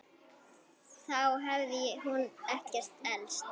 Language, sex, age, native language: Icelandic, female, 9, Icelandic